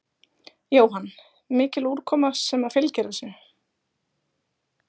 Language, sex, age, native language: Icelandic, female, 20-29, Icelandic